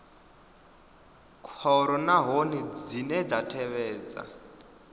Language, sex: Venda, male